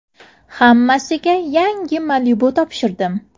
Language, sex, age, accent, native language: Uzbek, female, 19-29, Samarqand, Uzbek